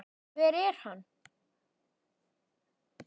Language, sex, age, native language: Icelandic, male, 10, Icelandic